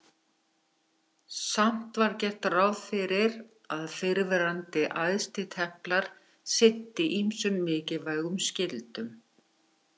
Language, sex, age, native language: Icelandic, female, 50-59, Icelandic